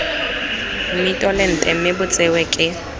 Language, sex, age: Tswana, female, 20